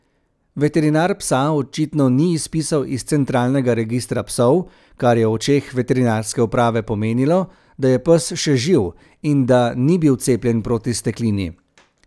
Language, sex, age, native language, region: Slovenian, male, 30-49, Slovenian, Central Slovenia